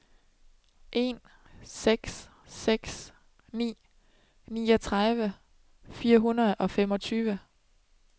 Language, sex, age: Danish, female, 27